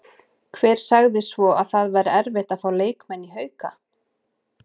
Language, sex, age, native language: Icelandic, female, 30-39, Icelandic